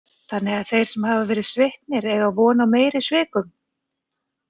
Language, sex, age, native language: Icelandic, female, 40-49, Icelandic